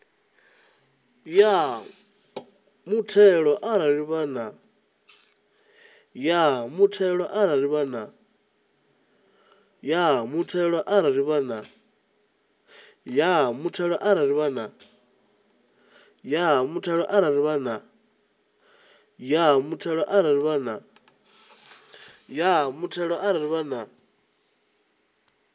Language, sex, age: Venda, male, 20